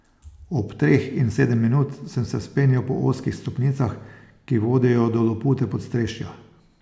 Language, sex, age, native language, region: Slovenian, male, 60+, Slovenian, Posavska region